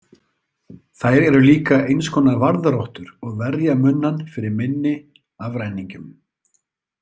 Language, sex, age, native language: Icelandic, male, 30-39, Icelandic